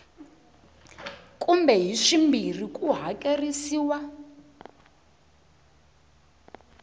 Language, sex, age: Tsonga, female, 20